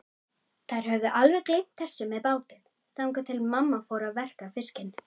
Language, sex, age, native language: Icelandic, female, 30-39, Icelandic